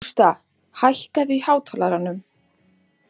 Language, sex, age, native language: Icelandic, female, 18-19, Icelandic